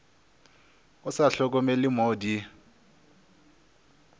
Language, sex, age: Northern Sotho, male, 26